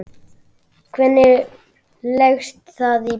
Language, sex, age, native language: Icelandic, male, 9, Icelandic